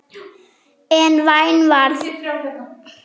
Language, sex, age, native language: Icelandic, female, 7, German